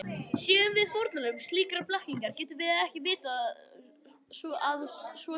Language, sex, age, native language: Icelandic, male, 21, Icelandic